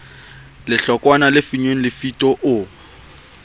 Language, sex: Southern Sotho, male